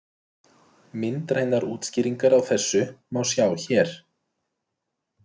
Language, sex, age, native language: Icelandic, male, 30-39, Icelandic